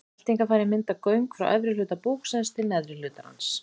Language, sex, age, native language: Icelandic, female, 40-49, Icelandic